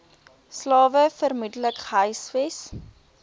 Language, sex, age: Afrikaans, female, 23